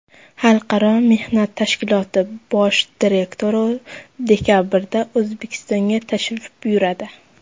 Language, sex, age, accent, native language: Uzbek, female, under 19, Surxondaryo, Uzbek